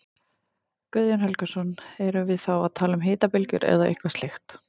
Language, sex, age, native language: Icelandic, female, 30-39, Icelandic